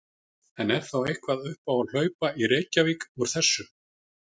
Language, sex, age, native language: Icelandic, male, 40-49, Icelandic